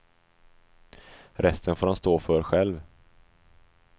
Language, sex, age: Swedish, male, 25